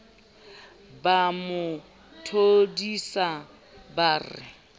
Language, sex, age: Southern Sotho, female, 29